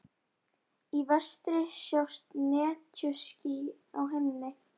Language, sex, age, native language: Icelandic, female, 11, Icelandic